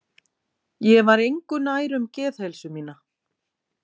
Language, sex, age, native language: Icelandic, female, 40-49, Icelandic